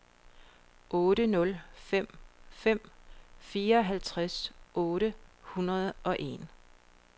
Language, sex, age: Danish, female, 42